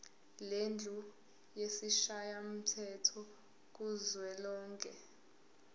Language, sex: Zulu, female